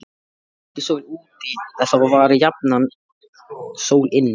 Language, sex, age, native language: Icelandic, male, 14, Icelandic